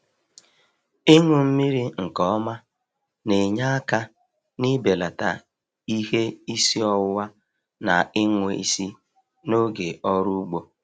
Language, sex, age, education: Igbo, male, 46-60, tertiary